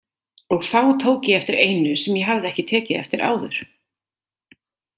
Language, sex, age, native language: Icelandic, female, 30-39, Icelandic